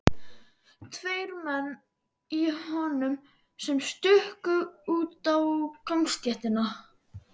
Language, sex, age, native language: Icelandic, male, 12, Icelandic